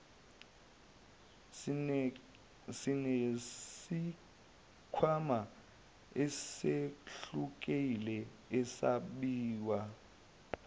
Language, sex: Zulu, male